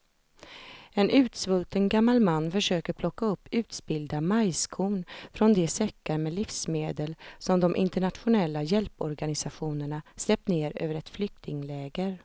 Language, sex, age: Swedish, female, 32